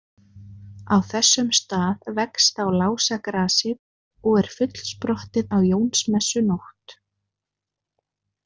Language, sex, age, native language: Icelandic, female, 20-29, Icelandic